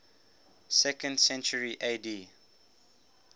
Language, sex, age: English, male, 18